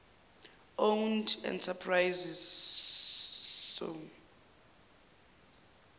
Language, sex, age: Zulu, male, 23